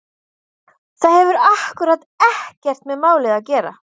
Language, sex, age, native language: Icelandic, female, 30-39, Icelandic